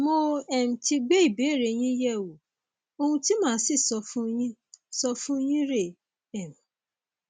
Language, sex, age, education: Yoruba, female, 30-45, tertiary